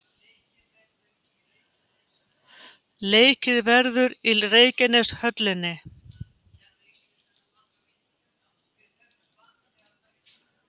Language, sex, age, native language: Icelandic, female, 50-59, Icelandic